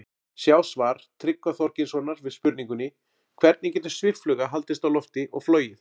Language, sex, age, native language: Icelandic, male, 40-49, Icelandic